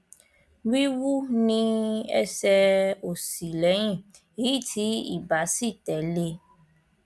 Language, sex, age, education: Yoruba, female, 15-29, primary